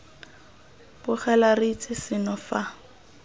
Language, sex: Tswana, female